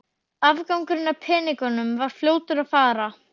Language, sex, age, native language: Icelandic, male, 12, Icelandic